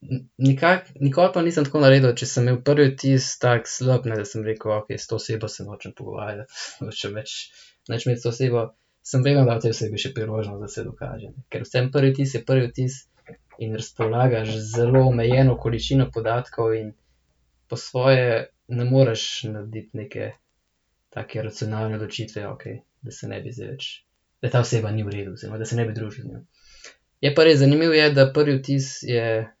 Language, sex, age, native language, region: Slovenian, male, 18-29, Slovenian, Central Slovenia